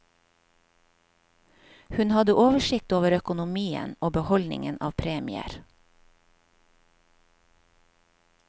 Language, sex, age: Norwegian, female, 50